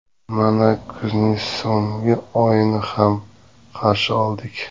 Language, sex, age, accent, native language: Uzbek, male, 25-34, Sirdaryo, Uzbek